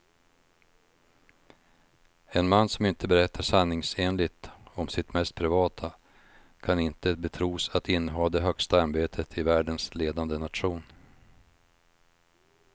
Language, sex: Swedish, male